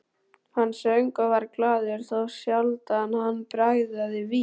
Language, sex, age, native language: Icelandic, male, 12, Icelandic